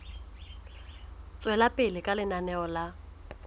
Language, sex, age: Southern Sotho, female, 20